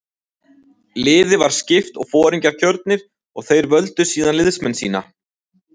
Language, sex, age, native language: Icelandic, male, 20-29, Icelandic